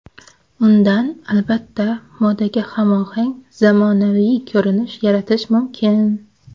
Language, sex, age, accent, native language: Uzbek, female, 19-29, Xorazm, Uzbek